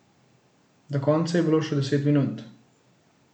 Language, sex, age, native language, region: Slovenian, male, 18-29, Slovenian, Central Slovenia